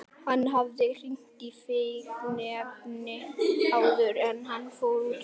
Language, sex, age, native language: Icelandic, male, 11, Icelandic